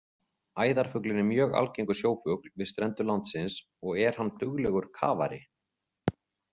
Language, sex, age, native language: Icelandic, male, 40-49, Icelandic